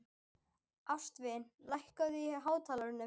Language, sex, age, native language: Icelandic, female, 12, Icelandic